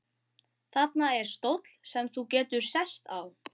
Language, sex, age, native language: Icelandic, male, 12, Icelandic